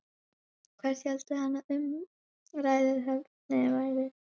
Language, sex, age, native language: Icelandic, female, 11, Icelandic